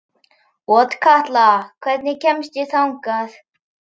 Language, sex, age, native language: Icelandic, male, 11, Icelandic